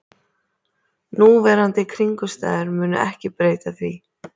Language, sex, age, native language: Icelandic, female, 30-39, Icelandic